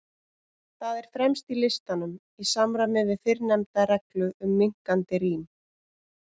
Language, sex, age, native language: Icelandic, female, 30-39, Icelandic